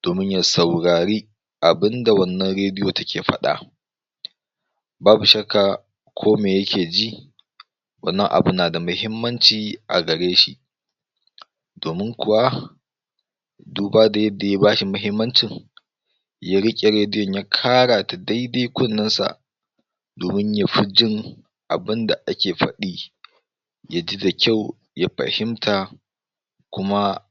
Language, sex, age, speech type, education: Hausa, male, 46-60, spontaneous, tertiary